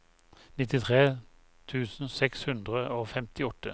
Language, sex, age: Norwegian, male, 51